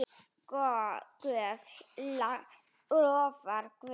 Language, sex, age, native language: Icelandic, female, 7, Icelandic